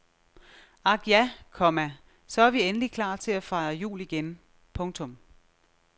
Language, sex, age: Danish, female, 36